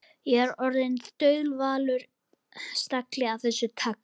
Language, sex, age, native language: Icelandic, male, 11, Icelandic